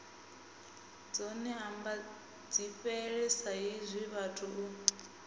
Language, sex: Venda, female